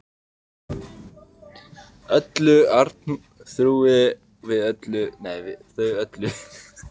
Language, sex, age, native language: Icelandic, male, 18-19, Icelandic